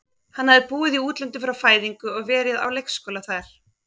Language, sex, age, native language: Icelandic, female, 30-39, Icelandic